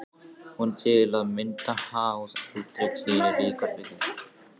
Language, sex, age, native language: Icelandic, female, 14, Icelandic